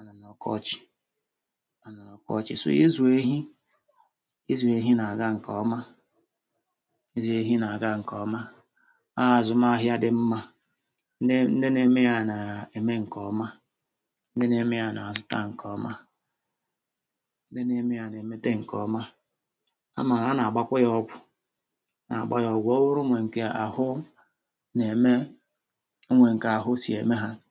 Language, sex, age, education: Igbo, male, 46-60, tertiary